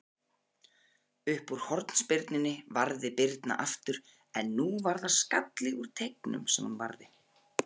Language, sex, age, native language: Icelandic, female, 40-49, Icelandic